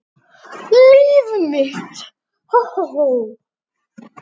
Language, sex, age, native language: Icelandic, male, 9, Icelandic